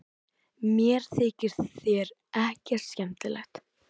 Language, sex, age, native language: Icelandic, male, 18-19, Icelandic